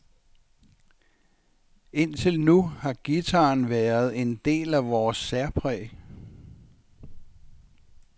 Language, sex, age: Danish, male, 64